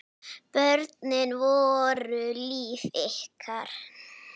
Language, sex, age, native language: Icelandic, female, 9, Icelandic